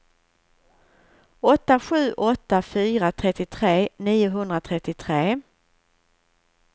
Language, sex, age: Swedish, female, 41